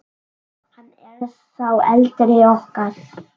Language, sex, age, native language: Icelandic, male, 7, Icelandic